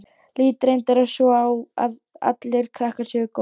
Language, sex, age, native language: Icelandic, female, 12, Icelandic